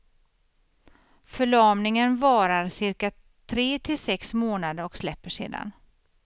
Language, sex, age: Swedish, female, 50